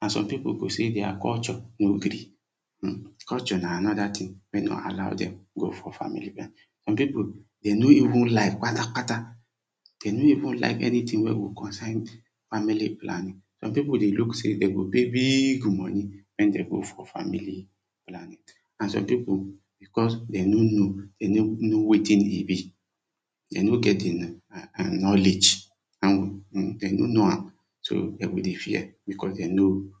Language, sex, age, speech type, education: Nigerian Pidgin, male, 30-45, spontaneous, tertiary